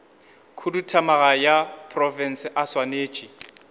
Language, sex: Northern Sotho, male